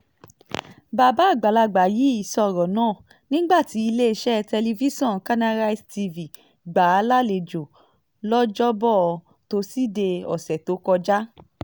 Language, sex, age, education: Yoruba, female, 15-29, tertiary